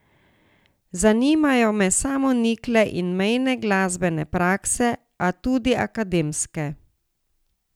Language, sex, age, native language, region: Slovenian, female, 60+, Slovenian, Savinja region